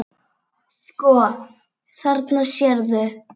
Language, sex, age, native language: Icelandic, female, 7, Icelandic